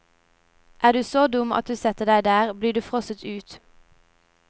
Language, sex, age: Norwegian, female, 17